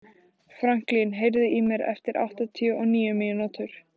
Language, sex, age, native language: Icelandic, female, 14, Icelandic